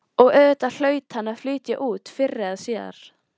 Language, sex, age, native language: Icelandic, female, 13, Icelandic